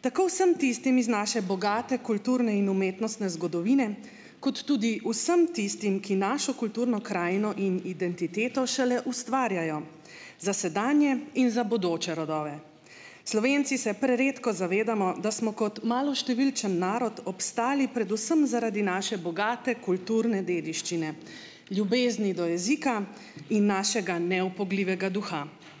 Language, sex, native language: Slovenian, female, Slovenian